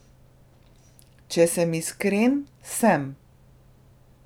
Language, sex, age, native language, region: Slovenian, female, 30-49, Slovenian, Drava region